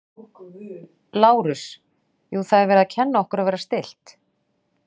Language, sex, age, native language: Icelandic, female, 40-49, Icelandic